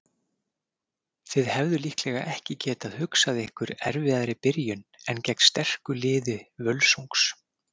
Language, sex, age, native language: Icelandic, male, 40-49, Icelandic